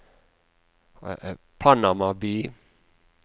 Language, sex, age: Norwegian, male, 48